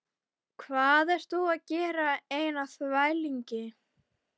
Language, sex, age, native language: Icelandic, female, 12, Icelandic